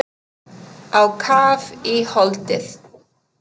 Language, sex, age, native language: Icelandic, male, 8, Icelandic